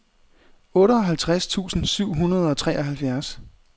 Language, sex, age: Danish, male, 30